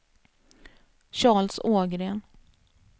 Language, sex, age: Swedish, female, 33